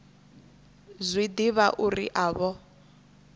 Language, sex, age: Venda, female, 21